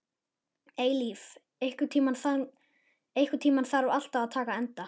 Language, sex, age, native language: Icelandic, male, 11, Icelandic